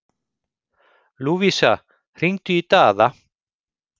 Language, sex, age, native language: Icelandic, male, 50-59, Icelandic